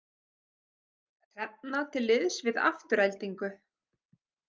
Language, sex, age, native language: Icelandic, female, 30-39, Icelandic